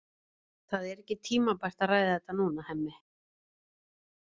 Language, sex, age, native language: Icelandic, female, 50-59, Icelandic